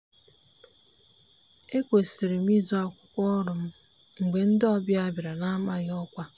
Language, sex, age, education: Igbo, female, 15-29, tertiary